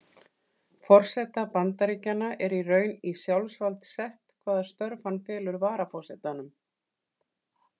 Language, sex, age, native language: Icelandic, female, 40-49, Icelandic